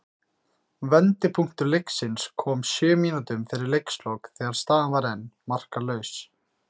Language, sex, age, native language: Icelandic, male, 18-19, Icelandic